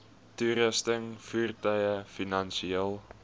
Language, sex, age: Afrikaans, male, 21